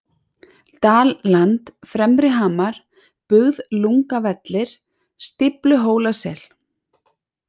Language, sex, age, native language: Icelandic, female, 30-39, Icelandic